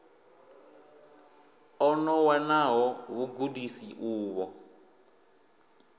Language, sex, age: Venda, male, 24